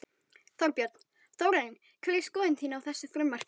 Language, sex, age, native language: Icelandic, female, 12, Icelandic